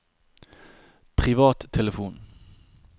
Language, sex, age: Norwegian, male, 30